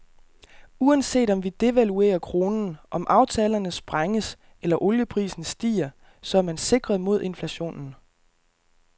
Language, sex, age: Danish, male, 32